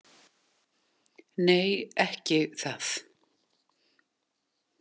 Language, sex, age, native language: Icelandic, female, 40-49, Icelandic